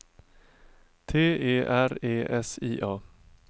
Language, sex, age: Swedish, male, 42